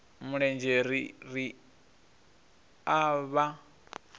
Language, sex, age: Venda, male, 23